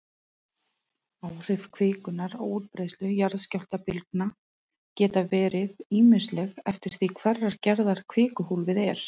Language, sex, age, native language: Icelandic, female, 30-39, Icelandic